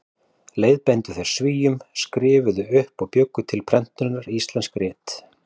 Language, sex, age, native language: Icelandic, male, 40-49, Icelandic